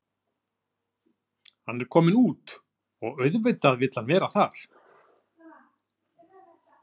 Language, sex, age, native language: Icelandic, male, 40-49, Icelandic